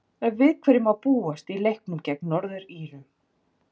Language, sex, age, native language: Icelandic, female, 40-49, Icelandic